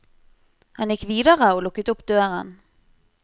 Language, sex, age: Norwegian, female, 25